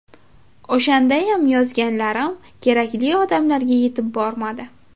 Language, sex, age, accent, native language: Uzbek, female, under 19, Navoiy, Uzbek